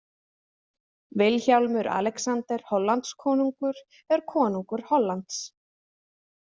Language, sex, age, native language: Icelandic, female, 20-29, Icelandic